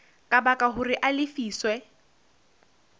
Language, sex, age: Southern Sotho, female, 21